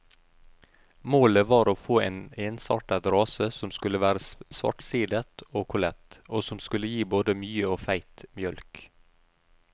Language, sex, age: Norwegian, male, 32